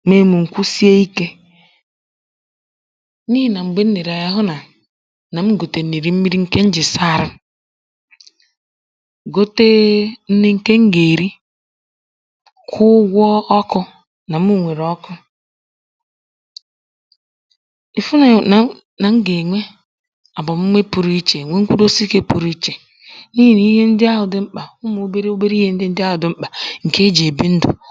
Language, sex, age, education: Igbo, female, 15-29, tertiary